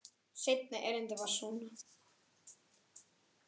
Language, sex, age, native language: Icelandic, male, 8, Icelandic